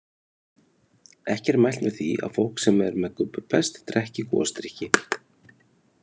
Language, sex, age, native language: Icelandic, male, 30-39, Icelandic